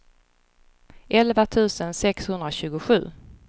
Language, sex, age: Swedish, female, 35